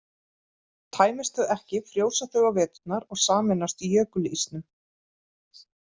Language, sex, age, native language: Icelandic, female, 30-39, Icelandic